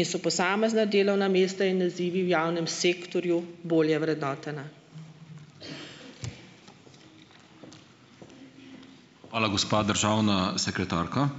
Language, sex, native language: Slovenian, female, Slovenian